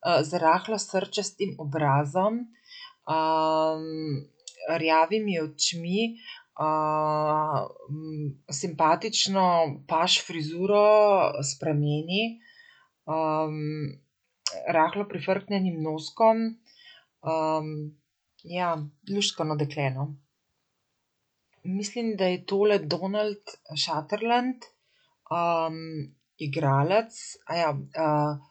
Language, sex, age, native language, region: Slovenian, female, 50-59, Slovenian, Central Slovenia